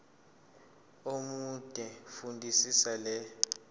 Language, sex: Zulu, male